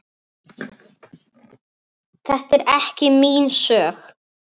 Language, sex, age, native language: Icelandic, female, 9, Icelandic